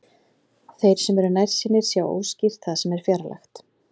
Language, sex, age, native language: Icelandic, female, 40-49, Icelandic